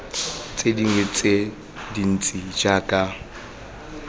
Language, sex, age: Tswana, male, 21